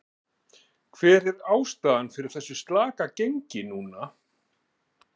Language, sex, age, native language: Icelandic, male, 40-49, Icelandic